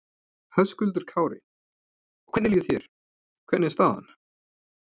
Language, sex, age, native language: Icelandic, male, 20-29, Icelandic